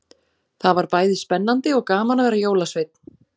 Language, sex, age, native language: Icelandic, female, 40-49, Icelandic